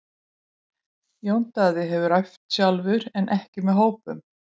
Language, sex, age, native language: Icelandic, female, 20-29, Icelandic